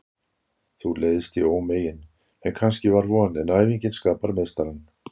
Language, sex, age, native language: Icelandic, male, 60-69, Icelandic